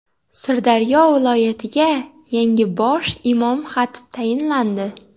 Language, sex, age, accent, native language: Uzbek, female, 18-24, Xorazm, Uzbek